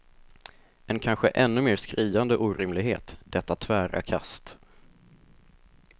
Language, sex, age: Swedish, male, 24